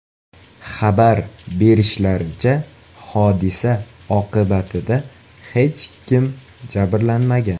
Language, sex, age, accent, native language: Uzbek, male, 18-24, Toshkent viloyati, Uzbek